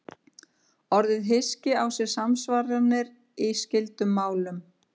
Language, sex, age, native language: Icelandic, female, 50-59, Icelandic